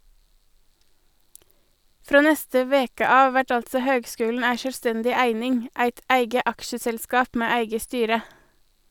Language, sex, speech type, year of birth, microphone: Norwegian, female, read, 1983, Sennheiser